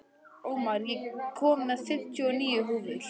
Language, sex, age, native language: Icelandic, male, 11, Icelandic